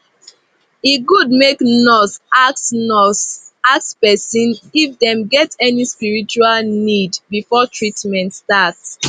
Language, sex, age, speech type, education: Nigerian Pidgin, female, 15-29, spontaneous, tertiary